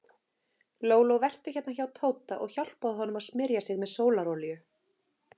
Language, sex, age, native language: Icelandic, female, 30-39, Icelandic